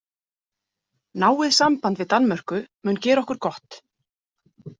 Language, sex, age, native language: Icelandic, female, 40-49, Icelandic